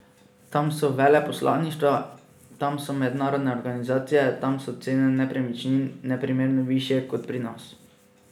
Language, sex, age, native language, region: Slovenian, male, 18-29, Slovenian, Drava region